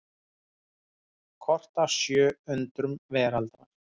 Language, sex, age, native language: Icelandic, male, 30-39, Icelandic